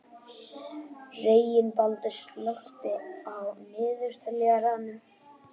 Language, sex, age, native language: Icelandic, male, 18-19, Icelandic